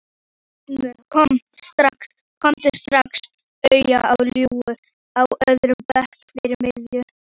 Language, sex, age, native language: Icelandic, female, 11, Icelandic